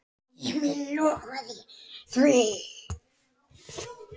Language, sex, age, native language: Icelandic, male, 9, Icelandic